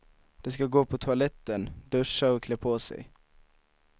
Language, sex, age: Swedish, male, 19